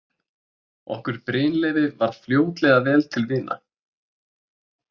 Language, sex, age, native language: Icelandic, male, 20-29, Icelandic